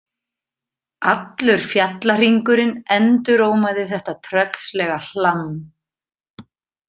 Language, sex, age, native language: Icelandic, female, 50-59, Icelandic